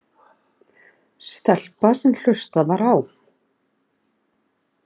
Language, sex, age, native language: Icelandic, female, 30-39, Icelandic